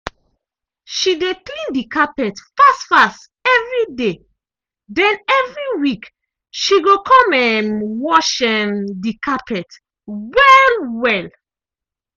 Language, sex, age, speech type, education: Nigerian Pidgin, female, 15-29, spontaneous, tertiary